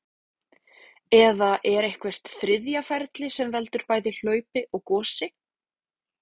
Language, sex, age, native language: Icelandic, female, 30-39, Icelandic